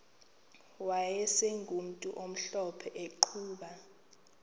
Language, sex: Xhosa, female